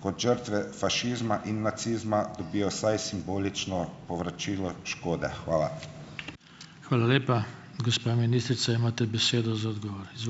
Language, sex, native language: Slovenian, male, Slovenian